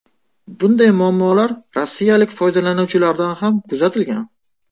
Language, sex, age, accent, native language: Uzbek, male, 18-24, Farg'ona, Uzbek